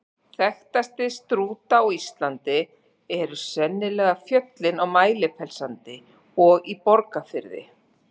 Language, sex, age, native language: Icelandic, female, 40-49, Icelandic